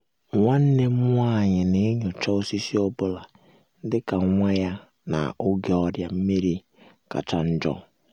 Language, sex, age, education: Igbo, male, 15-29, secondary